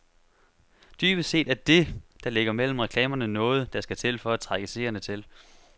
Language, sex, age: Danish, male, 25